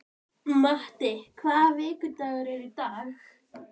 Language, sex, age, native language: Icelandic, female, 12, Icelandic